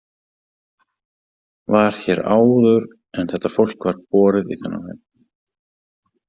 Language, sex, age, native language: Icelandic, male, 30-39, Icelandic